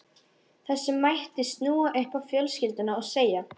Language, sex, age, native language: Icelandic, female, 13, Icelandic